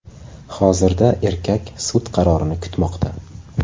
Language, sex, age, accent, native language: Uzbek, male, 18-24, Qashqadaryo, Uzbek